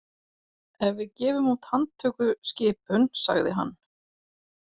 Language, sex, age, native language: Icelandic, female, 40-49, Icelandic